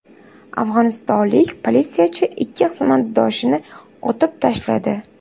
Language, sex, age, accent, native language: Uzbek, female, 18-24, Namangan, Uzbek